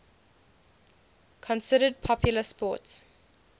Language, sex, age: English, female, 20